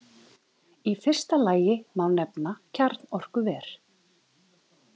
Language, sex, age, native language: Icelandic, female, 30-39, Icelandic